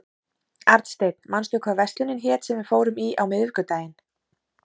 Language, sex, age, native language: Icelandic, female, 30-39, Icelandic